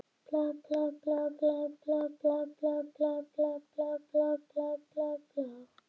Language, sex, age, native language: Icelandic, female, 18-19, Icelandic